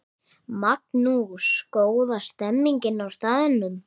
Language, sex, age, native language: Icelandic, male, 8, Icelandic